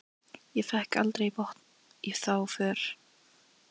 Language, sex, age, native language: Icelandic, female, 13, Icelandic